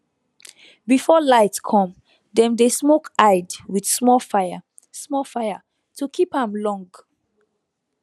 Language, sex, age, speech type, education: Nigerian Pidgin, female, 15-29, spontaneous, tertiary